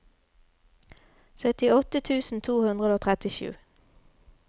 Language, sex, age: Norwegian, female, 33